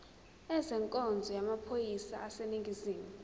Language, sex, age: Zulu, female, 23